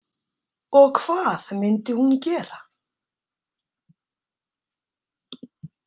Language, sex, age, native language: Icelandic, female, 60-69, Icelandic